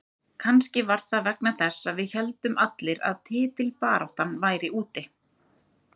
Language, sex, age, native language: Icelandic, female, 30-39, Icelandic